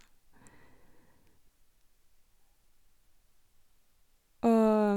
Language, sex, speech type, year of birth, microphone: Norwegian, female, spontaneous, 1987, Sennheiser